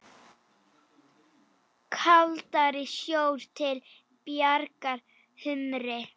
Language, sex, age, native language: Icelandic, female, 8, Icelandic